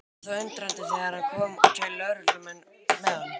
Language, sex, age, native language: Icelandic, male, 18-19, Icelandic